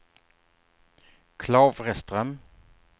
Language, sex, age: Swedish, male, 48